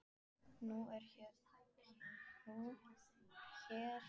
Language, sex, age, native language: Icelandic, female, 14, Icelandic